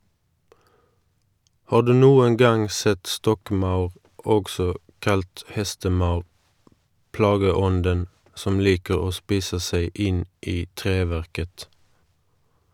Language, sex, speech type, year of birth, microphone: Norwegian, male, read, 1981, Shure